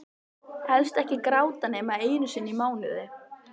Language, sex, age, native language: Icelandic, female, 13, Icelandic